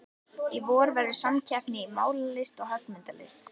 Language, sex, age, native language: Icelandic, female, 11, Icelandic